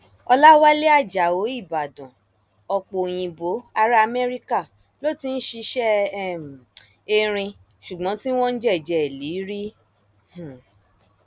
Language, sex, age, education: Yoruba, female, 30-45, tertiary